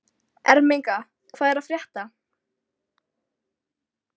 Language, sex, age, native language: Icelandic, female, 12, Icelandic